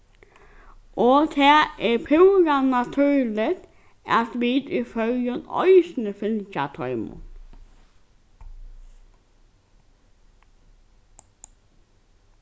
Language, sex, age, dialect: Faroese, female, 15-35, Norðurstreymoy/Eysturoy